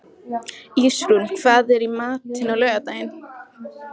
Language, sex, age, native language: Icelandic, male, 14, Icelandic